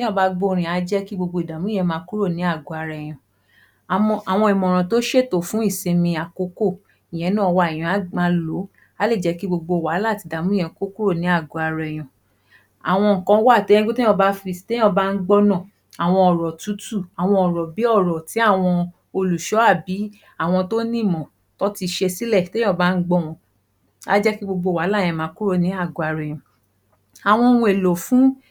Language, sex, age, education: Yoruba, female, 15-29, tertiary